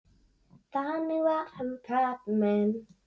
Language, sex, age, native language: Icelandic, female, 7, Icelandic